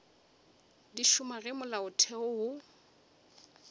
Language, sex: Northern Sotho, female